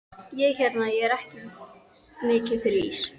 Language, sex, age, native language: Icelandic, female, 13, Icelandic